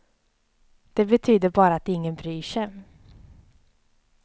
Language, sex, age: Swedish, female, 27